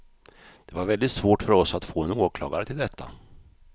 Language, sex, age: Swedish, male, 53